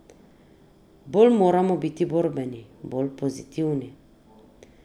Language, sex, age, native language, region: Slovenian, female, 30-49, Slovenian, Drava region